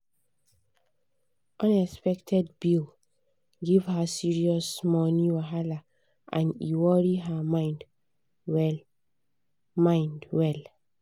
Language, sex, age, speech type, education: Nigerian Pidgin, female, 15-29, spontaneous, tertiary